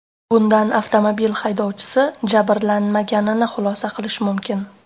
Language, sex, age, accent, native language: Uzbek, female, 18-24, Namangan, Uzbek